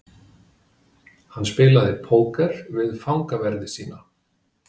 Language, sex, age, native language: Icelandic, male, 50-59, Icelandic